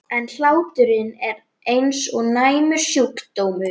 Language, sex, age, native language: Icelandic, female, 11, Icelandic